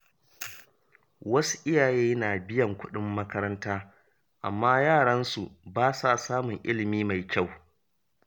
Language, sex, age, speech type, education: Hausa, male, 30-45, read, primary